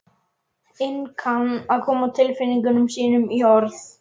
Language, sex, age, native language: Icelandic, male, 11, Icelandic